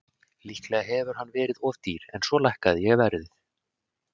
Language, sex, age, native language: Icelandic, male, 30-39, Icelandic